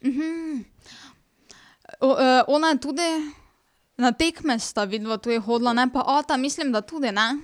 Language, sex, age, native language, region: Slovenian, female, 18-29, Slovenian, Drava region